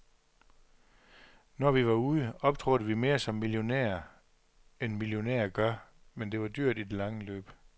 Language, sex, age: Danish, male, 42